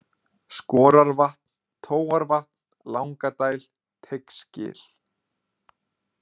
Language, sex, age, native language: Icelandic, male, 20-29, Icelandic